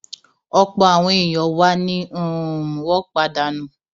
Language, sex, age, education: Yoruba, female, 15-29, tertiary